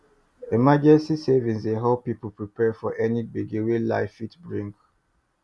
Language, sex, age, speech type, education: Nigerian Pidgin, male, 30-45, spontaneous, tertiary